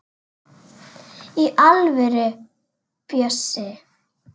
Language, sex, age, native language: Icelandic, female, 8, Icelandic